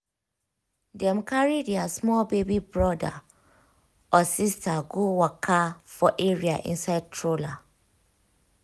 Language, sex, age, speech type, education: Nigerian Pidgin, female, 15-29, spontaneous, tertiary